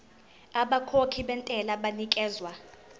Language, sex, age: Zulu, female, 19